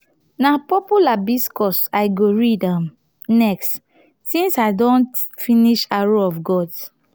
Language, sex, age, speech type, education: Nigerian Pidgin, female, 30-45, spontaneous, tertiary